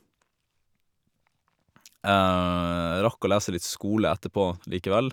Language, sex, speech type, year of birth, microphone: Norwegian, male, spontaneous, 1987, Shure